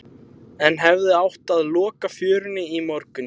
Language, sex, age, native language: Icelandic, male, 20-29, Icelandic